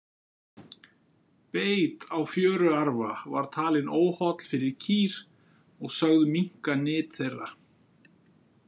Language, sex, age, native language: Icelandic, male, 50-59, Icelandic